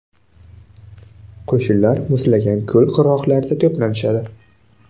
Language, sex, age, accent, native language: Uzbek, male, 19-29, Buxoro, Uzbek